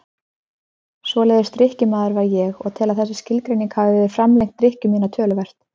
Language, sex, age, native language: Icelandic, female, 30-39, Icelandic